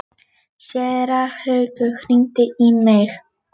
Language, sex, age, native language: Icelandic, female, 8, Polish